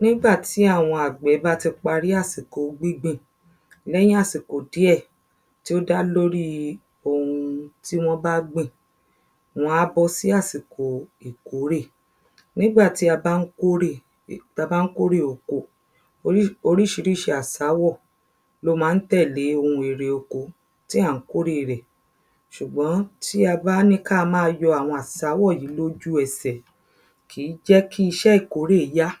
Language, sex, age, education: Yoruba, female, 30-45, secondary